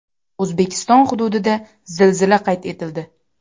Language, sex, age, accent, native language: Uzbek, female, 18-24, Farg'ona, Uzbek